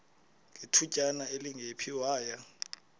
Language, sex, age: Xhosa, male, 20